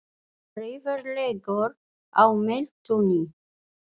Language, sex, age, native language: Icelandic, female, 40-49, Icelandic